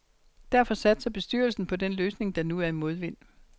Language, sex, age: Danish, female, 60